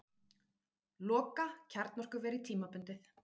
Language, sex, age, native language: Icelandic, female, 40-49, Icelandic